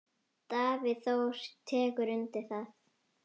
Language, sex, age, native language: Icelandic, female, 9, Icelandic